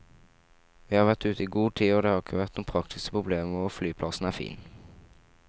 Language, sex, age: Norwegian, male, 17